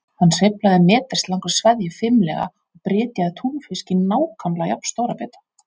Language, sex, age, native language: Icelandic, female, 40-49, Icelandic